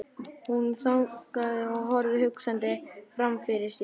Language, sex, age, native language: Icelandic, male, 11, Icelandic